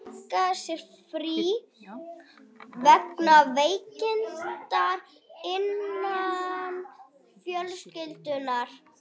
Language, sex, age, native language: Icelandic, other, 40-49, Icelandic